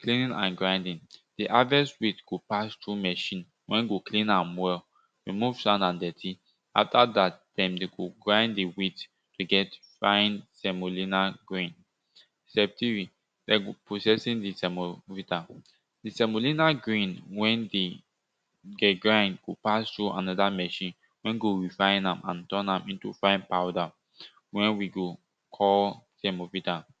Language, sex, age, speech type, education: Nigerian Pidgin, male, 15-29, spontaneous, tertiary